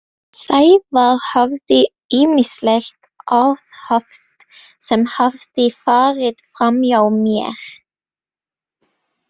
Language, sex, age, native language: Icelandic, female, 20-29, Norwegian